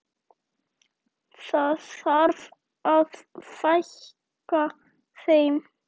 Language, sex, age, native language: Icelandic, female, 9, Icelandic